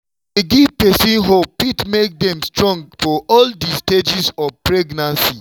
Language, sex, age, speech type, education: Nigerian Pidgin, male, 30-45, spontaneous, tertiary